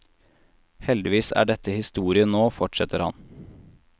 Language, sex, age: Norwegian, male, 18